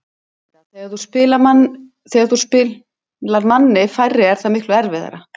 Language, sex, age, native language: Icelandic, female, 60-69, Icelandic